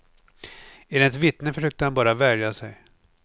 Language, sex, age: Swedish, male, 49